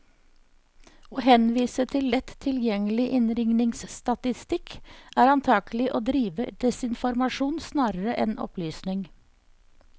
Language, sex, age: Norwegian, female, 54